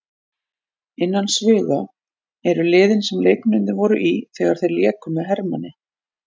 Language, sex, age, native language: Icelandic, female, 40-49, Icelandic